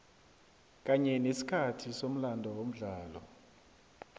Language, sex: South Ndebele, male